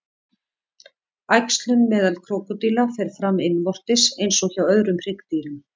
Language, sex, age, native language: Icelandic, female, 50-59, Icelandic